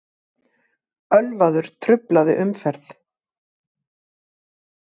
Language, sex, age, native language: Icelandic, female, 50-59, Icelandic